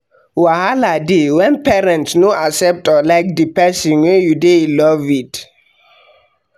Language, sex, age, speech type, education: Nigerian Pidgin, male, 46-60, read, secondary